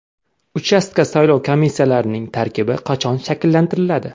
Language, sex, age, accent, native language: Uzbek, male, 25-34, Samarqand, Uzbek